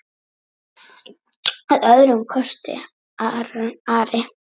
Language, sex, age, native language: Icelandic, female, 9, Icelandic